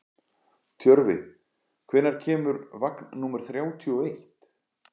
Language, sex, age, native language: Icelandic, male, 40-49, Icelandic